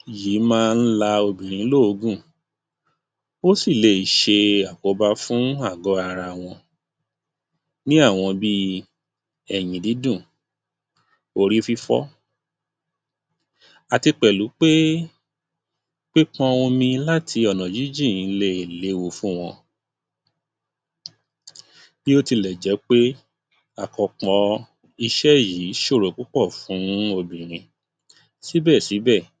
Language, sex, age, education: Yoruba, male, 30-45, tertiary